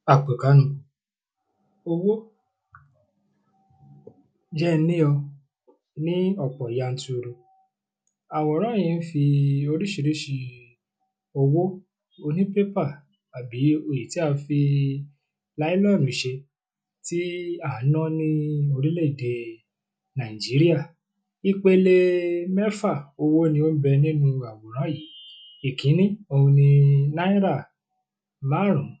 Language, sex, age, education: Yoruba, male, 15-29, tertiary